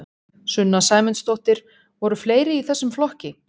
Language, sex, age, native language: Icelandic, female, 30-39, Icelandic